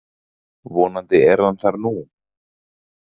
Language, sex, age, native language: Icelandic, male, 40-49, Icelandic